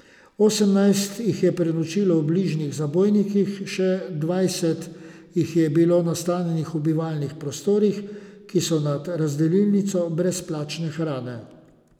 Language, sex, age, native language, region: Slovenian, male, 50-59, Slovenian, Savinja region